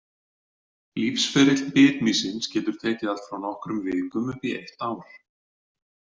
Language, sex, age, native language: Icelandic, male, 40-49, Icelandic